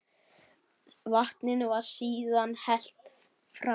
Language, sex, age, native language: Icelandic, male, 8, Icelandic